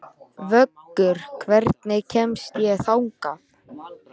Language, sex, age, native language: Icelandic, male, 13, Icelandic